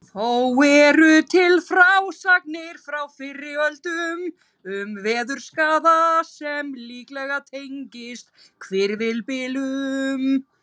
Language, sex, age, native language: Icelandic, female, 30-39, Icelandic